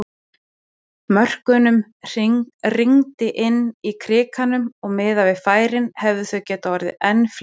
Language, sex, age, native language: Icelandic, female, 40-49, Icelandic